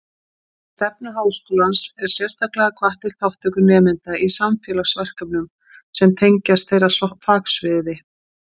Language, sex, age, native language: Icelandic, female, 50-59, Icelandic